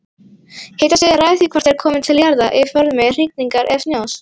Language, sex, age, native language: Icelandic, female, 18-19, Icelandic